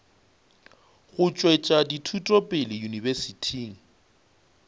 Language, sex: Northern Sotho, male